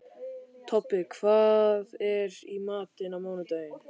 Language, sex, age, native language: Icelandic, male, 13, Icelandic